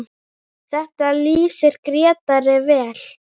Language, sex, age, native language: Icelandic, female, 9, Icelandic